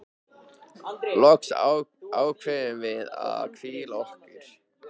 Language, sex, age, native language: Icelandic, male, 13, Icelandic